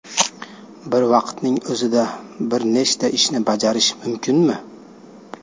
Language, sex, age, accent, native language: Uzbek, male, 19-29, Andijon, Uzbek